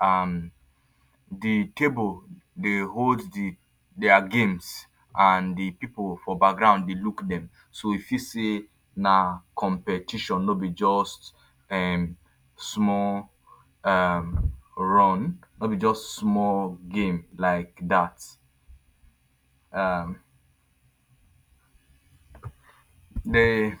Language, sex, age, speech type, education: Nigerian Pidgin, male, 30-45, spontaneous, tertiary